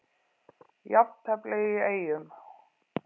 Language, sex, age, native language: Icelandic, female, 40-49, Icelandic